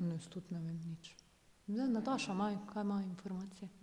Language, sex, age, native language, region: Slovenian, female, 30-49, Slovenian, Drava region